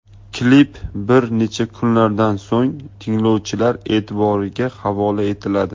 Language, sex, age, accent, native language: Uzbek, male, 19-29, Sirdaryo, Uzbek